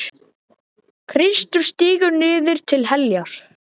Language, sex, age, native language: Icelandic, male, 10, Icelandic